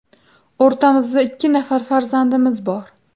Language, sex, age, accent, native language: Uzbek, female, 18-24, Farg'ona, Uzbek